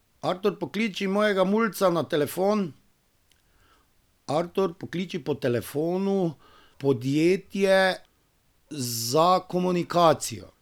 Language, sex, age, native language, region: Slovenian, male, 50-59, Slovenian, Drava region